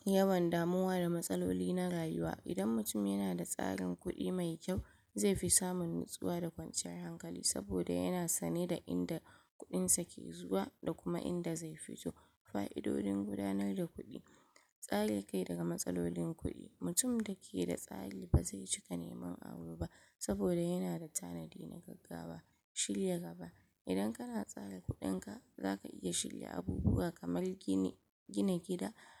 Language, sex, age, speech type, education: Hausa, female, 46-60, spontaneous, tertiary